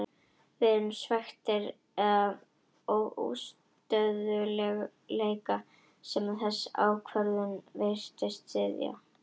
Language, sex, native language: Icelandic, female, Icelandic